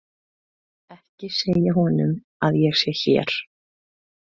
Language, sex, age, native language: Icelandic, female, 20-29, Icelandic